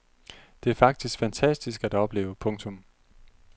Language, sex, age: Danish, male, 30